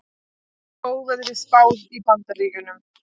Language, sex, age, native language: Icelandic, female, 20-29, Icelandic